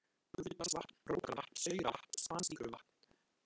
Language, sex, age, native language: Icelandic, male, 20-29, Icelandic